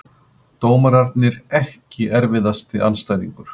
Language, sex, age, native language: Icelandic, male, 50-59, Icelandic